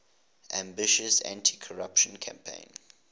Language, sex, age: English, male, 20